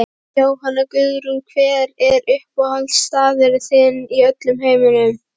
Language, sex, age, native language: Icelandic, female, 12, Icelandic